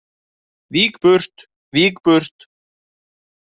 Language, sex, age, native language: Icelandic, male, 30-39, Icelandic